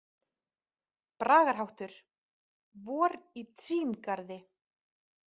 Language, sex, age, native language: Icelandic, female, 30-39, Icelandic